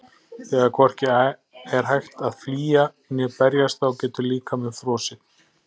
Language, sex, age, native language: Icelandic, male, 40-49, Icelandic